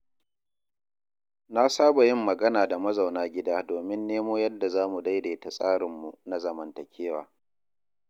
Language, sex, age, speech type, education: Hausa, male, 30-45, read, tertiary